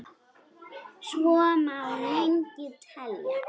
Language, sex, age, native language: Icelandic, female, 10, Icelandic